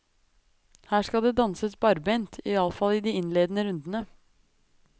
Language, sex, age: Norwegian, female, 23